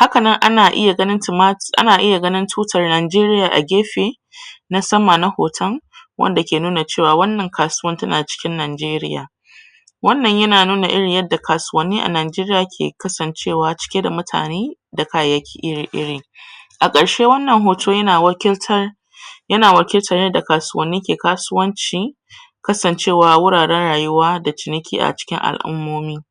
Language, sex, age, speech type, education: Hausa, female, 30-45, spontaneous, tertiary